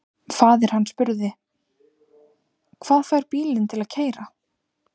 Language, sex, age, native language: Icelandic, female, 18-19, Icelandic